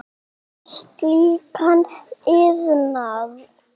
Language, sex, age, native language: Icelandic, male, 6, Icelandic